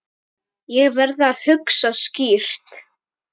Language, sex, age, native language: Icelandic, female, 10, Icelandic